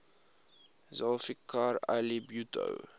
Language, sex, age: English, male, 21